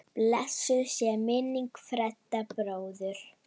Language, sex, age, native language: Icelandic, female, 9, Icelandic